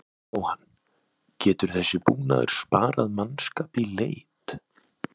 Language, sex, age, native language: Icelandic, male, 20-29, Icelandic